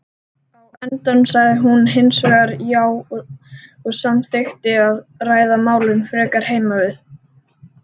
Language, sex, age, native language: Icelandic, male, 30-39, Icelandic